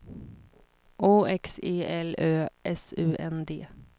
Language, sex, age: Swedish, female, 26